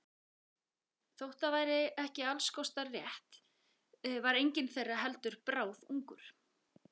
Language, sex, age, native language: Icelandic, female, 40-49, Icelandic